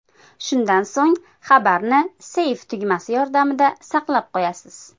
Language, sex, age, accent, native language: Uzbek, female, 25-34, Qashqadaryo, Uzbek